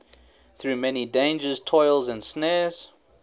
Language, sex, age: English, male, 21